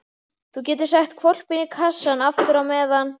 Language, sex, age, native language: Icelandic, male, 11, Icelandic